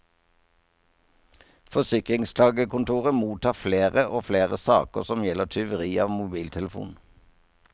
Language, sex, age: Norwegian, male, 57